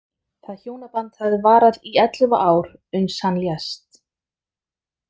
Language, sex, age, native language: Icelandic, female, 30-39, Icelandic